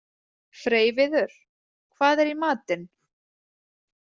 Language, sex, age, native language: Icelandic, female, 30-39, Icelandic